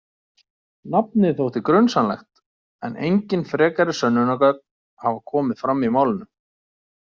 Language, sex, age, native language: Icelandic, male, 40-49, Icelandic